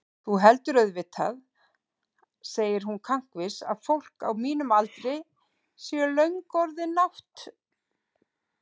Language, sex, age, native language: Icelandic, female, 50-59, Icelandic